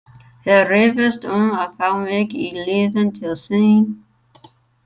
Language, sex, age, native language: Icelandic, female, 30-39, English